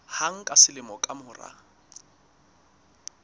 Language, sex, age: Southern Sotho, male, 19